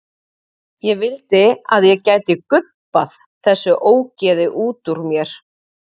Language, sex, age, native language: Icelandic, female, 40-49, Icelandic